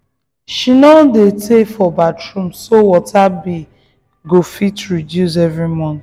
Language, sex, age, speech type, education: Nigerian Pidgin, female, 15-29, spontaneous, tertiary